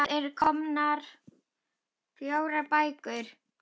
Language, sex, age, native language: Icelandic, female, 10, Icelandic